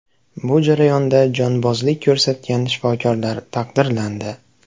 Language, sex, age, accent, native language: Uzbek, male, 18-24, Andijon, Uzbek